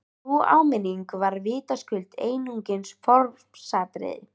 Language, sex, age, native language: Icelandic, female, 13, Icelandic